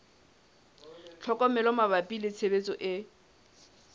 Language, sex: Southern Sotho, male